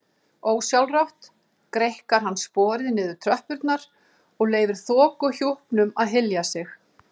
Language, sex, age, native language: Icelandic, female, 50-59, Icelandic